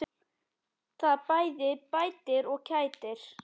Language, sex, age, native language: Icelandic, female, 10, Icelandic